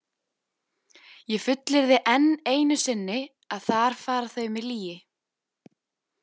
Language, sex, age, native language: Icelandic, female, 20-29, Icelandic